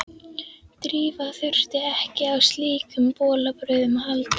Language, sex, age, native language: Icelandic, female, 11, Icelandic